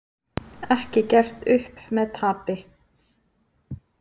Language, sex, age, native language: Icelandic, female, 30-39, Icelandic